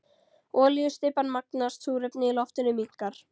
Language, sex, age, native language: Icelandic, female, 13, Icelandic